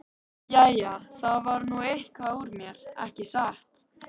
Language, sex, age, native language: Icelandic, female, 13, Icelandic